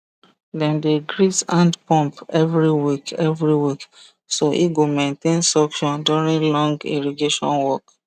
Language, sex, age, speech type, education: Nigerian Pidgin, male, 15-29, spontaneous, tertiary